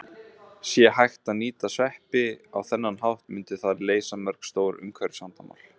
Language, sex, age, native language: Icelandic, male, 20-29, Icelandic